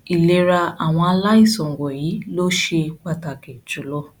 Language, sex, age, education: Yoruba, female, 15-29, tertiary